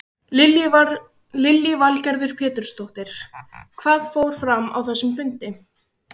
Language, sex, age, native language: Icelandic, female, 16, Icelandic